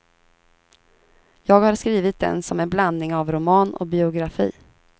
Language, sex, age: Swedish, female, 32